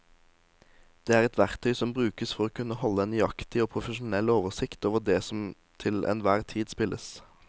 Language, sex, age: Norwegian, male, 18